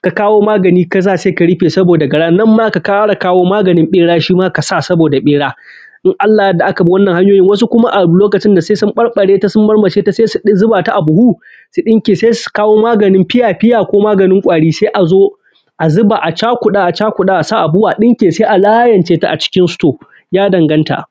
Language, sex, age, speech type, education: Hausa, male, 15-29, spontaneous, primary